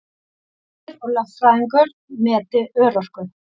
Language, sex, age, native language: Icelandic, female, 40-49, Icelandic